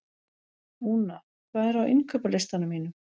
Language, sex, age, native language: Icelandic, female, 40-49, Icelandic